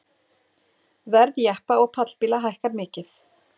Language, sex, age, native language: Icelandic, female, 40-49, Icelandic